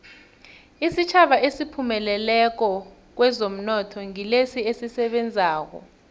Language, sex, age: South Ndebele, female, 23